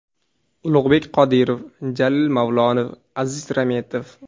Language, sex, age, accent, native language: Uzbek, male, 18-24, Surxondaryo, Uzbek